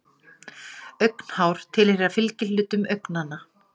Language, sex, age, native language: Icelandic, female, 40-49, Icelandic